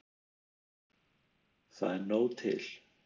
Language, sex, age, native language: Icelandic, male, 30-39, Icelandic